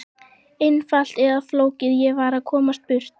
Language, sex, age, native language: Icelandic, female, 11, Icelandic